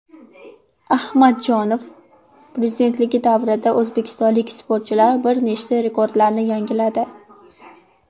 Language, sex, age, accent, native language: Uzbek, female, under 19, Toshkent shahri, Uzbek